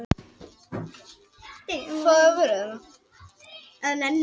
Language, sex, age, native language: Icelandic, male, 18-19, Icelandic